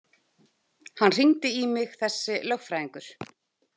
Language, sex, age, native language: Icelandic, female, 30-39, Icelandic